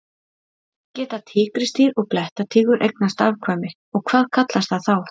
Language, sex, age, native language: Icelandic, female, 30-39, Icelandic